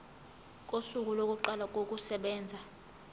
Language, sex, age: Zulu, female, 18